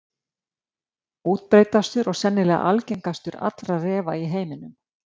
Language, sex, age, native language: Icelandic, female, 50-59, Icelandic